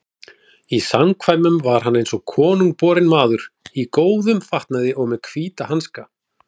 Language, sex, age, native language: Icelandic, male, 40-49, Icelandic